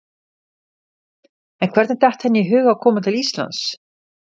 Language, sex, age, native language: Icelandic, female, 50-59, Icelandic